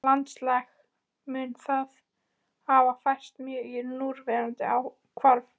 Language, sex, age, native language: Icelandic, female, 14, Icelandic